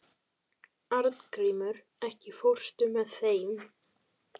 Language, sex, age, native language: Icelandic, female, 12, Icelandic